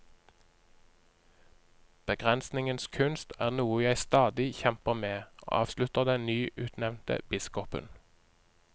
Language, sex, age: Norwegian, male, 30